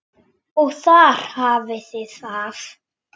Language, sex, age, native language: Icelandic, male, 6, Icelandic